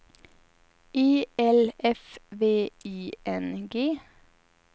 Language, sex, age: Swedish, female, 30